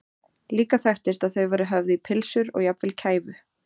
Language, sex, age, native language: Icelandic, female, 30-39, Icelandic